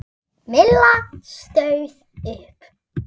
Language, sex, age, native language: Icelandic, female, 10, Icelandic